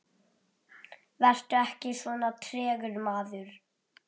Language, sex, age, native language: Icelandic, male, 8, Icelandic